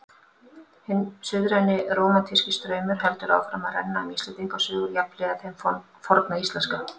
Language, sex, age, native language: Icelandic, female, 50-59, Icelandic